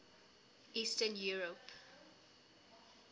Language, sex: English, female